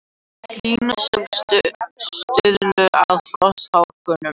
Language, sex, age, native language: Icelandic, other, 18-19, Icelandic